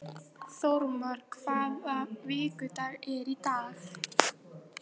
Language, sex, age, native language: Icelandic, female, 13, Icelandic